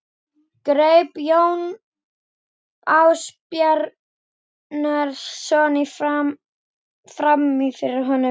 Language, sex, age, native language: Icelandic, female, 12, Icelandic